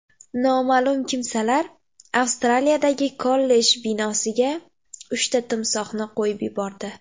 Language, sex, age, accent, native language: Uzbek, female, 18-24, Andijon, Uzbek